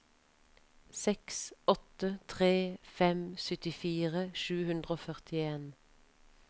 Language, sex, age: Norwegian, female, 33